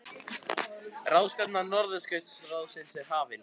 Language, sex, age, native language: Icelandic, male, 50-59, Icelandic